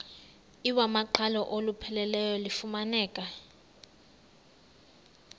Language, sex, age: Xhosa, male, 19